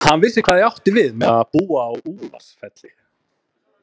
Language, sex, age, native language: Icelandic, male, 20-29, Icelandic